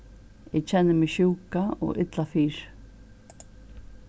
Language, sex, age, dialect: Faroese, female, 61+, Suðurstreymoy